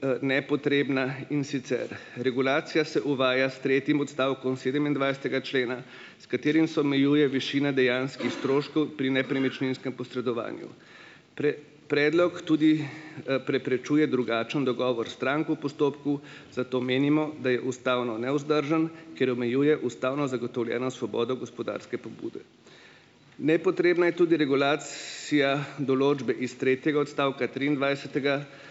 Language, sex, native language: Slovenian, male, Slovenian